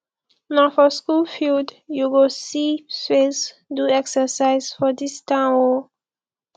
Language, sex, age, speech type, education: Nigerian Pidgin, female, 15-29, spontaneous, tertiary